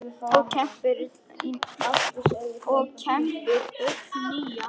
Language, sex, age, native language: Icelandic, male, 10, Icelandic